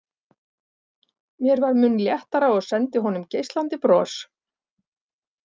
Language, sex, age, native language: Icelandic, female, 40-49, Icelandic